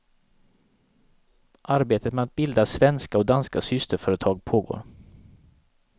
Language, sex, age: Swedish, male, 37